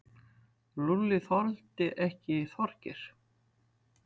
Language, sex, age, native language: Icelandic, female, 60-69, Icelandic